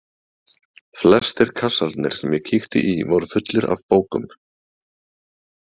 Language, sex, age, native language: Icelandic, male, 30-39, Icelandic